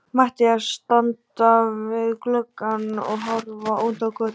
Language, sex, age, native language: Icelandic, male, 12, Icelandic